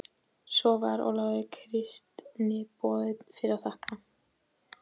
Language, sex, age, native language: Icelandic, female, 12, Icelandic